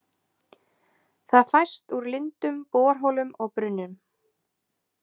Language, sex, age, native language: Icelandic, female, 20-29, Icelandic